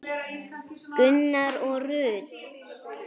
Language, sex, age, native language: Icelandic, female, 8, Icelandic